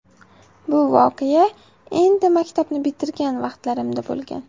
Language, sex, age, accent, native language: Uzbek, female, 18-24, Farg'ona, Uzbek